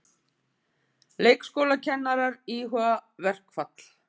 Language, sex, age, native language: Icelandic, female, 50-59, Icelandic